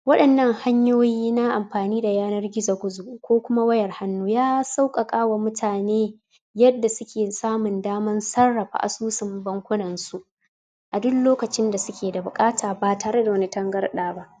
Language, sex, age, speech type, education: Hausa, female, 30-45, spontaneous, tertiary